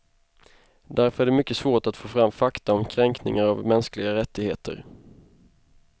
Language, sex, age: Swedish, male, 25